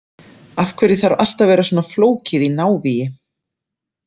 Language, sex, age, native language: Icelandic, female, 30-39, Icelandic